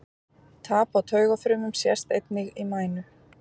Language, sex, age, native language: Icelandic, female, 40-49, Icelandic